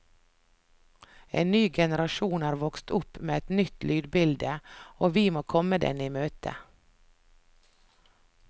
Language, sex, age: Norwegian, female, 49